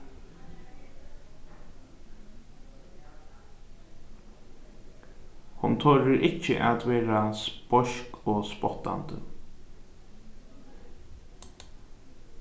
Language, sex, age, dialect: Faroese, male, 15-35, Norðuroyggjar